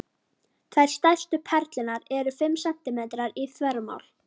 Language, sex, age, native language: Icelandic, female, 12, Icelandic